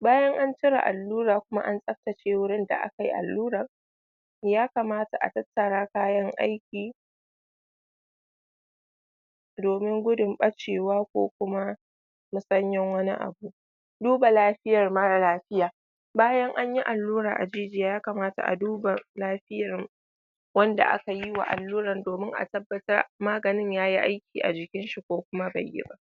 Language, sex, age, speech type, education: Hausa, female, 30-45, spontaneous, tertiary